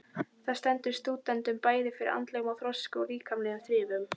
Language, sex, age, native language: Icelandic, female, 12, Icelandic